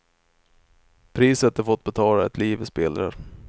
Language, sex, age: Swedish, male, 25